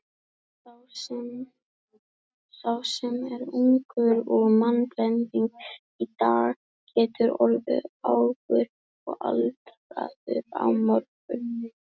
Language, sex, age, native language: Icelandic, female, 18-19, Icelandic